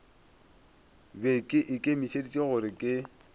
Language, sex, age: Northern Sotho, male, 24